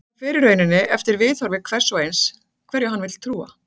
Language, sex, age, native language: Icelandic, female, 40-49, Icelandic